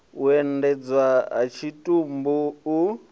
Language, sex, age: Venda, male, 24